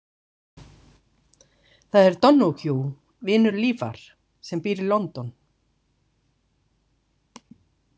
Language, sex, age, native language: Icelandic, female, 60-69, Icelandic